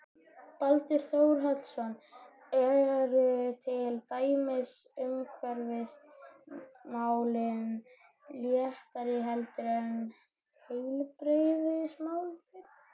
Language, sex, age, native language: Icelandic, male, 12, Icelandic